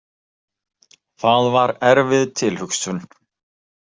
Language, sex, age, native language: Icelandic, male, 40-49, Icelandic